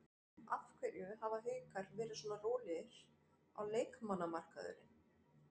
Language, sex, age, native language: Icelandic, female, 40-49, French